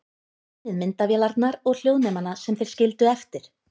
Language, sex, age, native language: Icelandic, female, 30-39, Icelandic